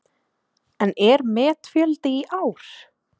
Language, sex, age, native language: Icelandic, female, 20-29, Icelandic